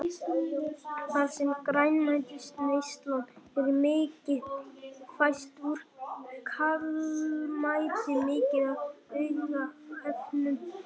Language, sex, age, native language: Icelandic, male, 18-19, Icelandic